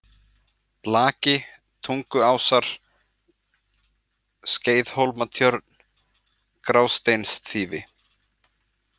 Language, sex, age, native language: Icelandic, male, 20-29, Icelandic